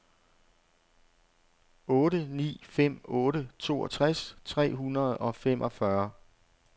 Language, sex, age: Danish, male, 48